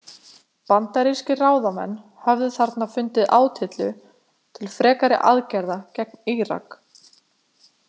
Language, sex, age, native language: Icelandic, female, 20-29, Icelandic